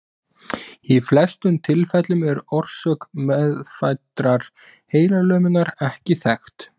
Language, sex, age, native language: Icelandic, male, 20-29, Icelandic